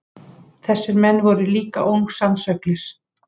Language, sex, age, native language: Icelandic, female, 50-59, Icelandic